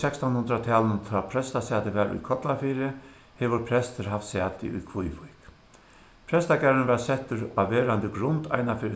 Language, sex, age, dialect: Faroese, male, 61+, Suðuroy